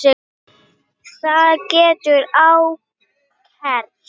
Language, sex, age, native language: Icelandic, female, 8, Icelandic